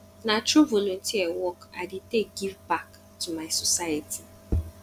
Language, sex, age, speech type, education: Nigerian Pidgin, female, 15-29, spontaneous, tertiary